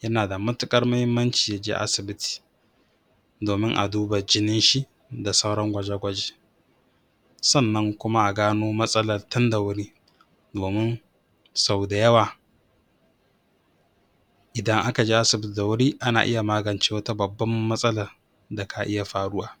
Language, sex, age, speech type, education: Hausa, male, 46-60, spontaneous, tertiary